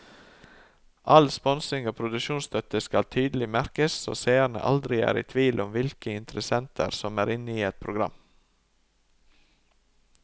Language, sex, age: Norwegian, male, 39